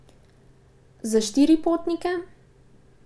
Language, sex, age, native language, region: Slovenian, female, 18-29, Slovenian, Pomurje region